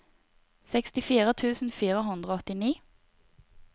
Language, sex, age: Norwegian, female, 30